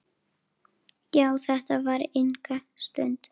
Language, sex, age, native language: Icelandic, female, 9, Icelandic